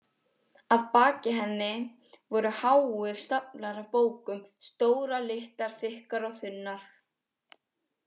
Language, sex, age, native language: Icelandic, female, 20-29, Icelandic